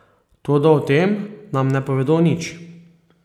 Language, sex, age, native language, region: Slovenian, male, 30-49, Slovenian, Posavska region